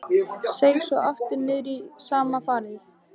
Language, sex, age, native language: Icelandic, male, 13, Icelandic